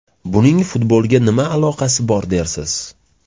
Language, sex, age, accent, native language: Uzbek, male, 25-34, Toshkent shahri, Uzbek